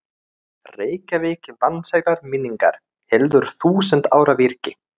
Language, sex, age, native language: Icelandic, male, 30-39, Swedish